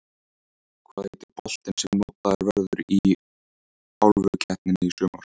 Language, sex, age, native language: Icelandic, male, 14, Icelandic